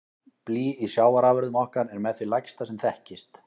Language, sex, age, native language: Icelandic, male, 20-29, Icelandic